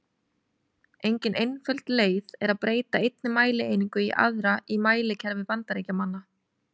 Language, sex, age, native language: Icelandic, female, 30-39, Icelandic